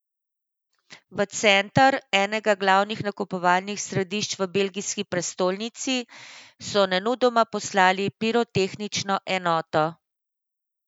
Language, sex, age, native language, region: Slovenian, female, 50-59, Slovenian, Central Slovenia